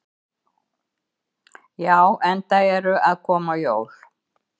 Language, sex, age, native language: Icelandic, female, 70-79, Icelandic